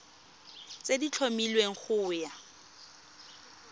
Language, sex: Tswana, female